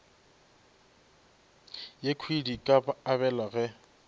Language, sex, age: Northern Sotho, male, 24